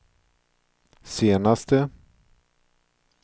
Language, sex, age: Swedish, male, 42